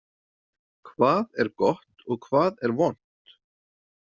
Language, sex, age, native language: Icelandic, male, 40-49, Icelandic